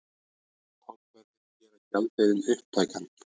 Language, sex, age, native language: Icelandic, male, 30-39, Icelandic